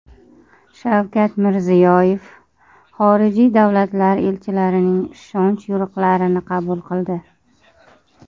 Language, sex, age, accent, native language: Uzbek, female, 30-39, Qashqadaryo, Uzbek